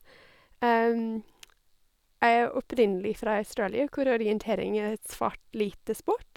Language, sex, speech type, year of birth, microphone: Norwegian, female, spontaneous, 1985, Sennheiser